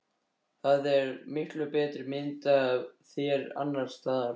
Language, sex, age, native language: Icelandic, male, 13, Icelandic